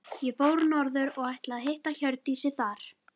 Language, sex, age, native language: Icelandic, female, 12, Icelandic